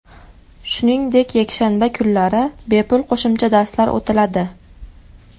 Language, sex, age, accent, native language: Uzbek, female, 19-29, Farg'ona, Uzbek